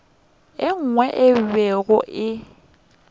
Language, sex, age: Northern Sotho, female, 21